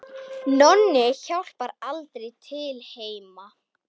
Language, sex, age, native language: Icelandic, female, 10, Icelandic